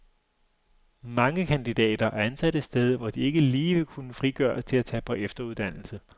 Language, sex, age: Danish, male, 35